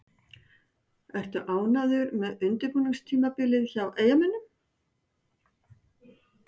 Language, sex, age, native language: Icelandic, female, 60-69, Icelandic